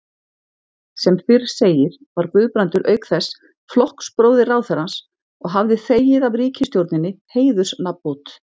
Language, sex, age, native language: Icelandic, female, 50-59, Icelandic